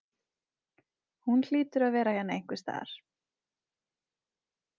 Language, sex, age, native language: Icelandic, female, 20-29, Icelandic